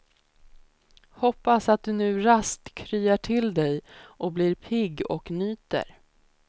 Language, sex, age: Swedish, female, 30